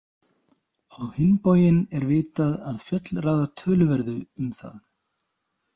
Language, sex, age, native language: Icelandic, male, 30-39, Icelandic